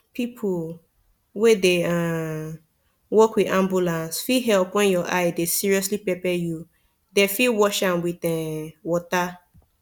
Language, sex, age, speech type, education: Nigerian Pidgin, female, 15-29, spontaneous, tertiary